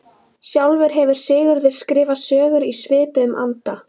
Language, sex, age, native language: Icelandic, female, 11, Icelandic